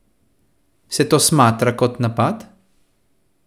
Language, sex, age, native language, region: Slovenian, male, 30-49, Slovenian, Central Slovenia